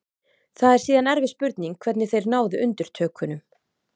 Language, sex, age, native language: Icelandic, female, 30-39, Icelandic